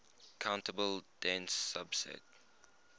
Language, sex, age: English, male, 21